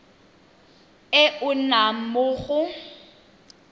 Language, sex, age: Tswana, female, 23